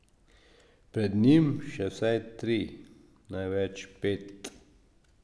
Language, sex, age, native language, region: Slovenian, male, 50-59, Slovenian, Drava region